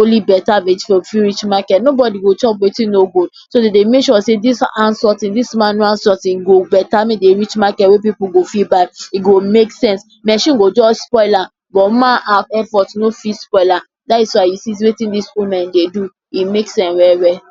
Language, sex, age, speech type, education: Nigerian Pidgin, female, 46-60, spontaneous, tertiary